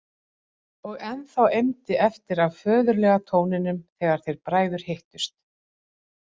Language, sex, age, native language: Icelandic, female, 40-49, Icelandic